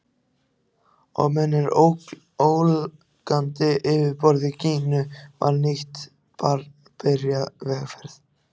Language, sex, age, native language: Icelandic, other, 14, Icelandic